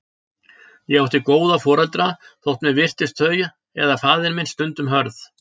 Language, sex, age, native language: Icelandic, male, 60-69, Icelandic